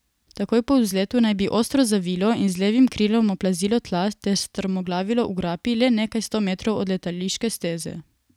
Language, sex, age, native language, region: Slovenian, female, 18-29, Slovenian, Coastal Karst region